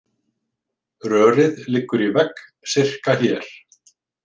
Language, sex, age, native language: Icelandic, male, 50-59, Icelandic